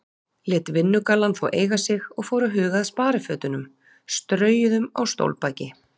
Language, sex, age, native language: Icelandic, female, 40-49, Icelandic